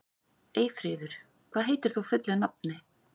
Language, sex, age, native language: Icelandic, female, 40-49, Icelandic